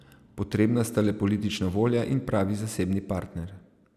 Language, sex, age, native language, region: Slovenian, male, 30-49, Slovenian, Savinja region